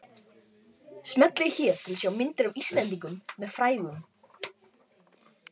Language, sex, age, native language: Icelandic, male, 18-19, Icelandic